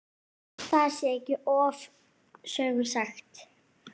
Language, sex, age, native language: Icelandic, female, 8, Icelandic